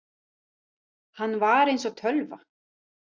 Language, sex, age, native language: Icelandic, female, 40-49, Icelandic